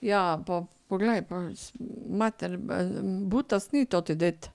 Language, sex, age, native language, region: Slovenian, female, 50-59, Slovenian, Carinthia region